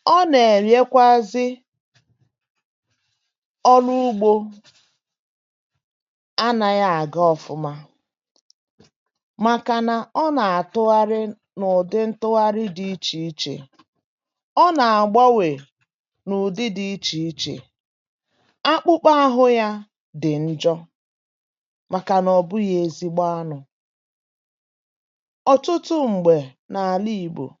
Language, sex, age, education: Igbo, female, 46-60, tertiary